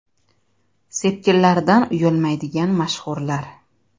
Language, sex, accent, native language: Uzbek, female, Samarqand, Uzbek